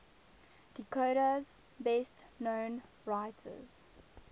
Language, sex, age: English, female, 19